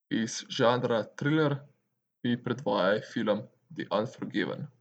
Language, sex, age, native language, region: Slovenian, male, 18-29, Slovenian, Central Slovenia